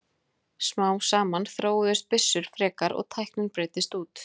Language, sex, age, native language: Icelandic, female, 20-29, Icelandic